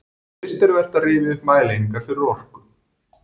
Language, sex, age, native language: Icelandic, male, 40-49, Icelandic